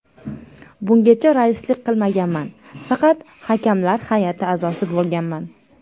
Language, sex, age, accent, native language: Uzbek, female, under 19, Toshkent viloyati, Uzbek